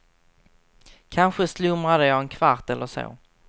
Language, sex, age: Swedish, male, 24